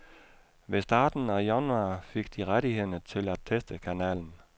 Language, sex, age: Danish, male, 56